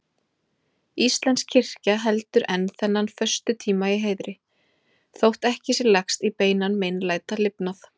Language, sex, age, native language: Icelandic, female, 20-29, Icelandic